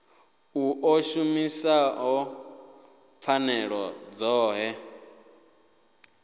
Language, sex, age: Venda, male, 28